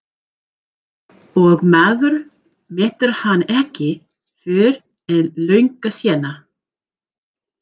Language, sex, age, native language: Icelandic, female, 40-49, English